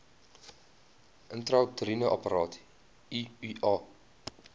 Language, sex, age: Afrikaans, male, 20